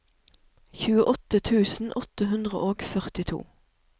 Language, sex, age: Norwegian, female, 37